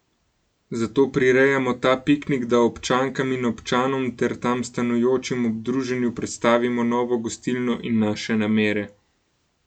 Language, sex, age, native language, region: Slovenian, male, 18-29, Slovenian, Gorenjska region